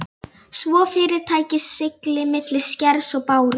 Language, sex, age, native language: Icelandic, female, 11, Polish